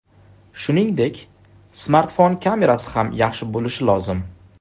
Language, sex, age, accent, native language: Uzbek, male, 25-34, Samarqand, Uzbek